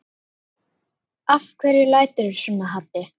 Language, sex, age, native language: Icelandic, female, 9, Icelandic